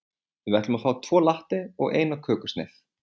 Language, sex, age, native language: Icelandic, male, 20-29, Icelandic